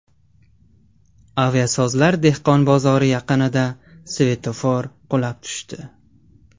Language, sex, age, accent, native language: Uzbek, male, 18-24, Qashqadaryo, Tajik